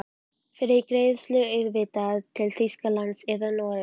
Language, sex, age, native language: Icelandic, female, 12, Icelandic